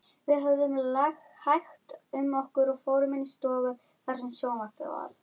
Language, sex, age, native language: Icelandic, female, 10, Icelandic